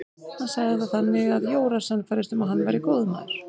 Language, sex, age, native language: Icelandic, female, 40-49, Icelandic